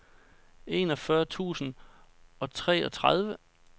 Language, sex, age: Danish, male, 29